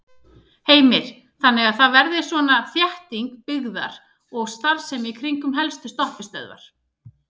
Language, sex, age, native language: Icelandic, female, 30-39, Icelandic